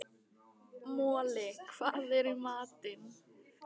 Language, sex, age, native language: Icelandic, female, 15, Icelandic